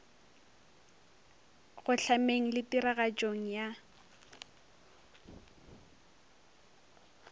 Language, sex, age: Northern Sotho, female, 23